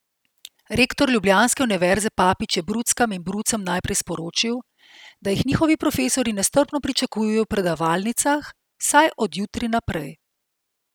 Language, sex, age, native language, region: Slovenian, female, 50-59, Slovenian, Central Slovenia